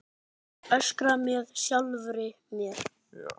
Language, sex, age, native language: Icelandic, male, 9, Icelandic